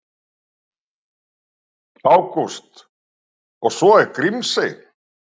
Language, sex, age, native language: Icelandic, male, 60-69, Icelandic